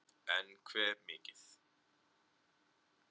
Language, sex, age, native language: Icelandic, male, 30-39, Icelandic